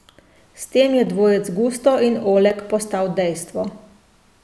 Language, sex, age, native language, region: Slovenian, female, 30-49, Slovenian, Central Slovenia